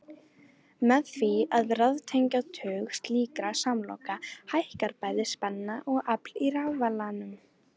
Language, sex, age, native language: Icelandic, female, 18-19, Icelandic